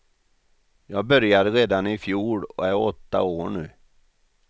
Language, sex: Swedish, male